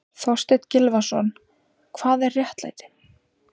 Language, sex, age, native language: Icelandic, female, 18-19, Icelandic